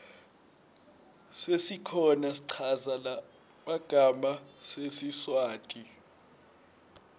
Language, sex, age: Swati, male, 19